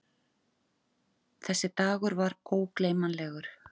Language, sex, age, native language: Icelandic, female, 40-49, Icelandic